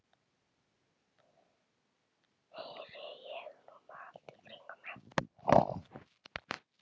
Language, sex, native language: Icelandic, male, Chinese